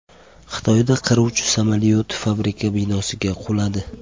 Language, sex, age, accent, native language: Uzbek, male, 25-34, Andijon, Uzbek